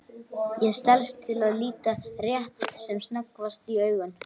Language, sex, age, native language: Icelandic, male, 12, Icelandic